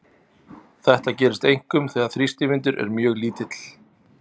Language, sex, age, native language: Icelandic, male, 30-39, Icelandic